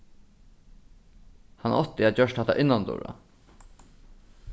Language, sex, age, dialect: Faroese, male, 15-35, Suðurstreymoy